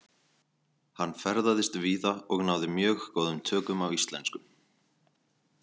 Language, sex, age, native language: Icelandic, male, 20-29, Icelandic